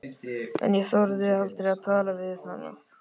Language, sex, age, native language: Icelandic, male, 13, Icelandic